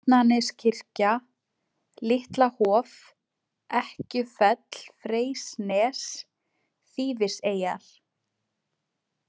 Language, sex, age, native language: Icelandic, female, 20-29, Icelandic